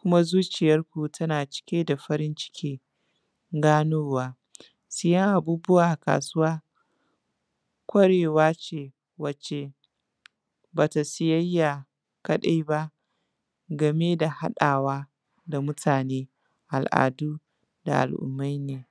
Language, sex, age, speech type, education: Hausa, female, 15-29, spontaneous, tertiary